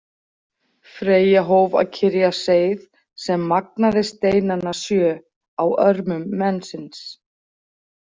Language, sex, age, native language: Icelandic, female, 40-49, Icelandic